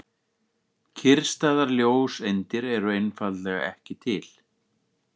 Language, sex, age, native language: Icelandic, male, 40-49, Icelandic